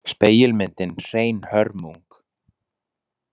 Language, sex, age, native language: Icelandic, male, 30-39, Icelandic